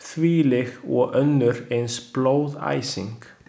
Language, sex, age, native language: Icelandic, male, 20-29, Chinese